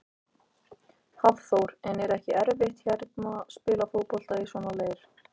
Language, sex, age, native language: Icelandic, male, 18-19, Icelandic